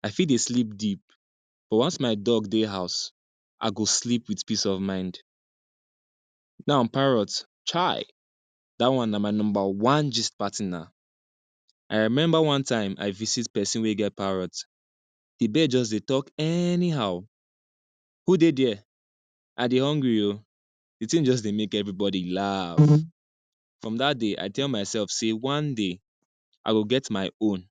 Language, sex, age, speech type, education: Nigerian Pidgin, male, 15-29, spontaneous, secondary